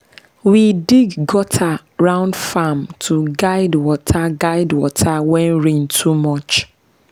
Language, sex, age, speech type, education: Nigerian Pidgin, female, 15-29, spontaneous, tertiary